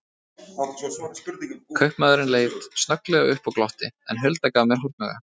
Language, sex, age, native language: Icelandic, male, 30-39, Icelandic